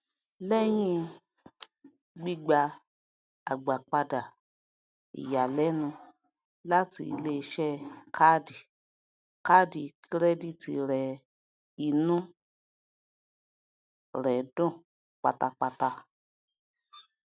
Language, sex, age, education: Yoruba, female, 46-60, tertiary